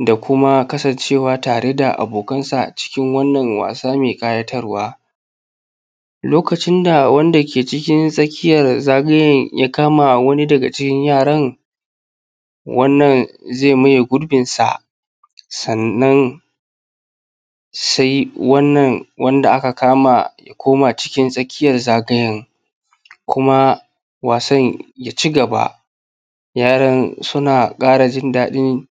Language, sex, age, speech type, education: Hausa, male, 15-29, spontaneous, primary